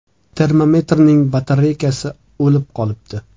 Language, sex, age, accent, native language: Uzbek, male, 25-34, Toshkent viloyati, Uzbek